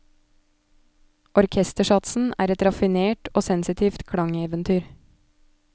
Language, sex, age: Norwegian, female, 29